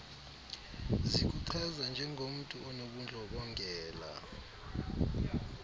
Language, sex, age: Xhosa, male, 35